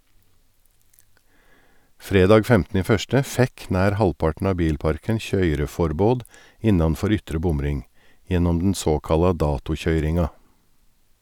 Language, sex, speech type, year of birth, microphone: Norwegian, male, read, 1961, Sennheiser